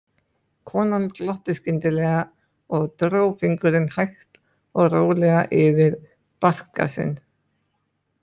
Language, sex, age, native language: Icelandic, male, 18-19, Icelandic